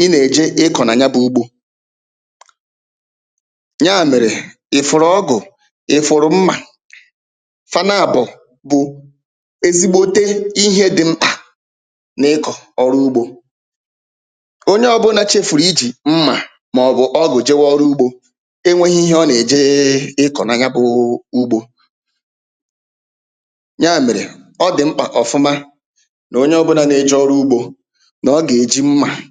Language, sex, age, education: Igbo, male, 30-45, tertiary